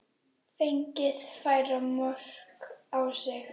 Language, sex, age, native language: Icelandic, female, 10, Icelandic